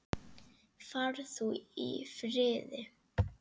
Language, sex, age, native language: Icelandic, female, 8, Icelandic